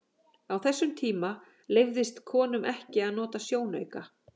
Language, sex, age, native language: Icelandic, female, 40-49, Icelandic